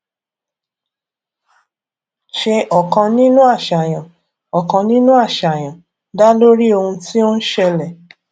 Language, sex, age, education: Yoruba, female, 30-45, tertiary